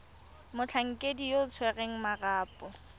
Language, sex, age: Tswana, female, 23